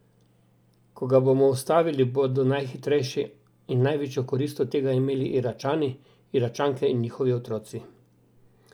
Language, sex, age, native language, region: Slovenian, male, 60+, Slovenian, Drava region